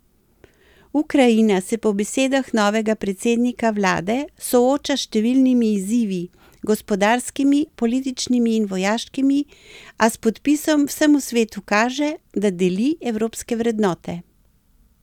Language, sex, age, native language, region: Slovenian, female, 60+, Slovenian, Central Slovenia